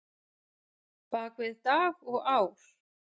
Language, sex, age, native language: Icelandic, female, 40-49, Icelandic